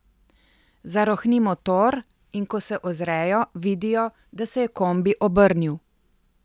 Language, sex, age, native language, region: Slovenian, female, 50-59, Slovenian, Central Slovenia